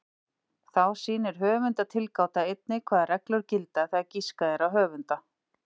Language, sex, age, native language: Icelandic, female, 50-59, Icelandic